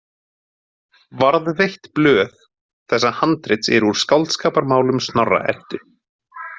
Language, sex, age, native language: Icelandic, male, 20-29, Icelandic